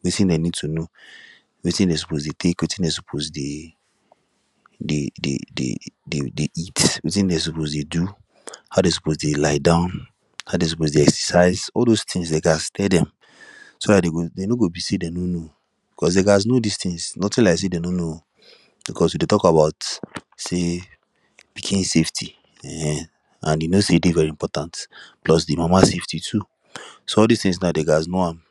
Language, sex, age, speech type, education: Nigerian Pidgin, male, 15-29, spontaneous, tertiary